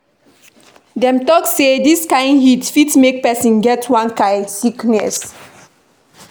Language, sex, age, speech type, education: Nigerian Pidgin, female, 15-29, read, primary